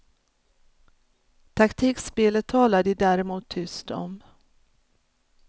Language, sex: Swedish, female